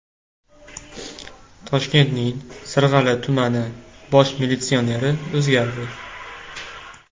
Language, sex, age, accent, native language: Uzbek, male, 18-24, Farg'ona, Uzbek